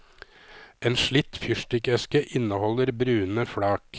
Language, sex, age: Norwegian, male, 53